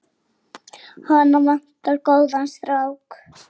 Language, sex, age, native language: Icelandic, female, 8, Icelandic